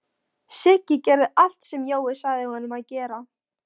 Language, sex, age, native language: Icelandic, female, 13, Polish